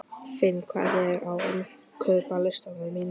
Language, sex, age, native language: Icelandic, male, 12, Icelandic